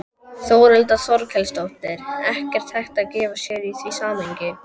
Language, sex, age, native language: Icelandic, male, 12, Icelandic